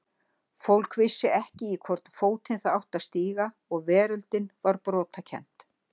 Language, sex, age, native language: Icelandic, female, 60-69, Icelandic